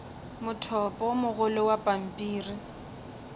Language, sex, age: Northern Sotho, female, 20